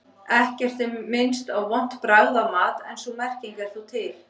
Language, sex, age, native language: Icelandic, female, 40-49, Icelandic